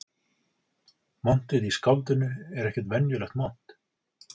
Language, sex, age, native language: Icelandic, male, 40-49, Icelandic